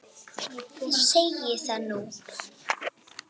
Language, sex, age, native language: Icelandic, female, 7, Icelandic